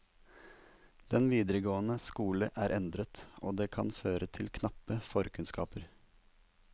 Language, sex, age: Norwegian, male, 27